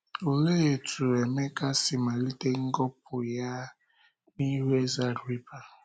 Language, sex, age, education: Igbo, male, 15-29, secondary